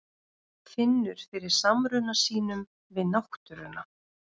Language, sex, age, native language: Icelandic, female, 30-39, Russian